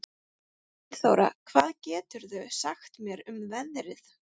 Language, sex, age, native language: Icelandic, female, 30-39, Icelandic